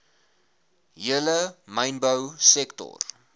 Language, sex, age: Afrikaans, male, 21